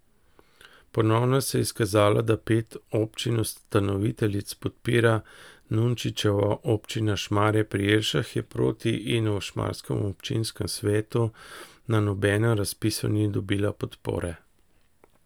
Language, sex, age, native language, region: Slovenian, male, 50-59, Slovenian, Central Slovenia